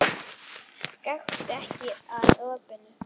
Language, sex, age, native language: Icelandic, female, 8, Icelandic